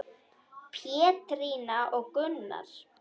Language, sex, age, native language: Icelandic, female, 10, Icelandic